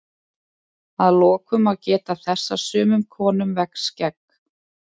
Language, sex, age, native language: Icelandic, female, 20-29, Icelandic